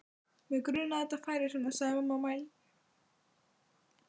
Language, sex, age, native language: Icelandic, female, 12, Icelandic